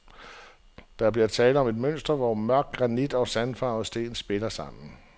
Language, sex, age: Danish, male, 47